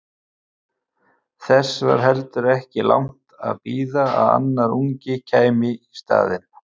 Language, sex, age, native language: Icelandic, male, 50-59, Icelandic